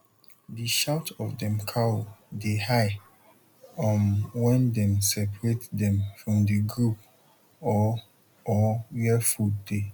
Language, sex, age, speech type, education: Nigerian Pidgin, male, 30-45, spontaneous, tertiary